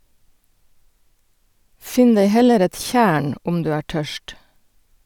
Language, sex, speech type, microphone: Norwegian, female, read, Sennheiser